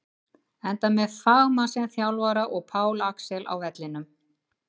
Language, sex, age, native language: Icelandic, female, 50-59, Icelandic